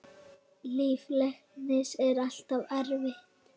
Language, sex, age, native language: Icelandic, female, 8, Icelandic